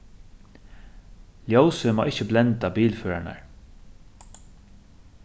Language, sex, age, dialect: Faroese, male, 36-60, Suðurstreymoy